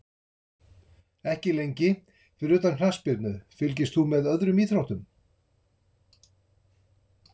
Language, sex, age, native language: Icelandic, male, 60-69, Icelandic